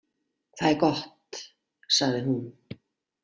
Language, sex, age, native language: Icelandic, female, 40-49, Icelandic